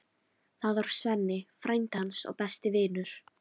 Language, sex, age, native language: Icelandic, female, 13, Icelandic